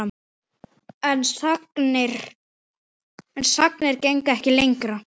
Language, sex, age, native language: Icelandic, male, 9, Icelandic